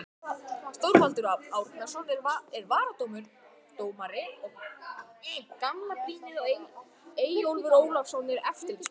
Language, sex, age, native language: Icelandic, male, 18-19, Icelandic